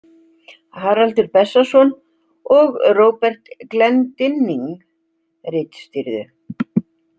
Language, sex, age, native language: Icelandic, female, 60-69, Icelandic